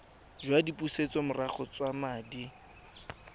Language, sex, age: Tswana, male, 20